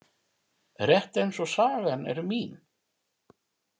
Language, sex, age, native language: Icelandic, male, 50-59, Icelandic